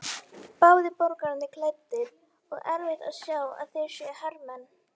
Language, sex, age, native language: Icelandic, female, 18-19, Icelandic